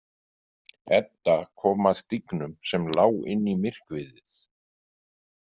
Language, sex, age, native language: Icelandic, male, 50-59, Icelandic